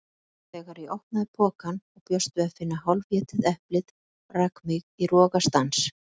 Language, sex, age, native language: Icelandic, female, 50-59, Icelandic